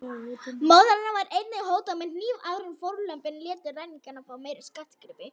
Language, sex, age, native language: Icelandic, female, 18-19, Icelandic